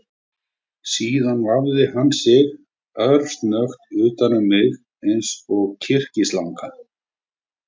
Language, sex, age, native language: Icelandic, male, 40-49, Icelandic